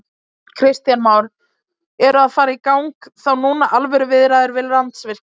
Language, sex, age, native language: Icelandic, female, 20-29, Icelandic